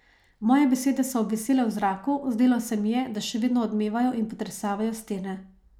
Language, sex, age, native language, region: Slovenian, female, 30-49, Slovenian, Savinja region